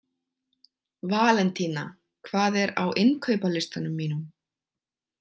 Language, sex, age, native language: Icelandic, female, 20-29, Icelandic